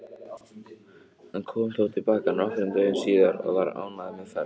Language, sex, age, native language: Icelandic, male, 18-19, Icelandic